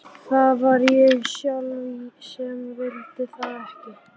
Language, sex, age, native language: Icelandic, female, 11, Icelandic